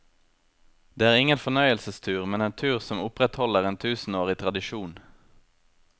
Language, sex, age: Norwegian, male, 23